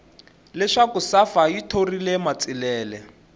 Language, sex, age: Tsonga, male, 20